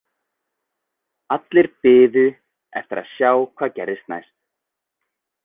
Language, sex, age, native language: Icelandic, male, 20-29, Icelandic